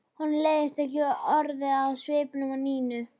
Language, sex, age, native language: Icelandic, female, 11, Icelandic